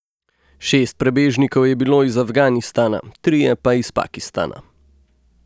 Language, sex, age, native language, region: Slovenian, male, 18-29, Slovenian, Gorenjska region